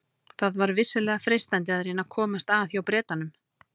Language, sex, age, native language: Icelandic, female, 30-39, Icelandic